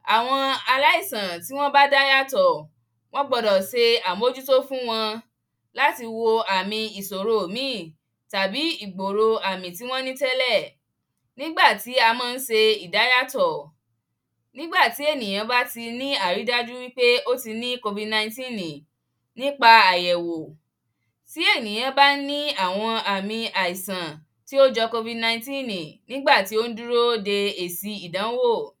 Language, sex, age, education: Yoruba, female, 15-29, primary